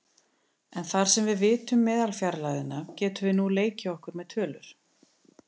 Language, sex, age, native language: Icelandic, female, 30-39, Icelandic